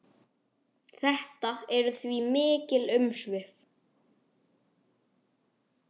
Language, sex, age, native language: Icelandic, male, 10, Icelandic